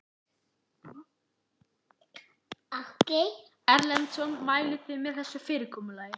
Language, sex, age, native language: Icelandic, male, 11, Icelandic